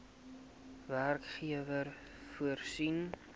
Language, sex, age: Afrikaans, male, 18